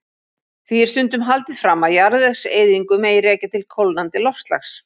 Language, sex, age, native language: Icelandic, female, 40-49, Icelandic